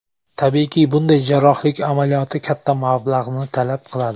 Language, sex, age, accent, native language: Uzbek, male, 19-29, Samarqand, Uzbek